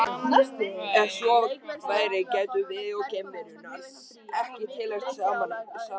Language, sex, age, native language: Icelandic, male, 18-19, Icelandic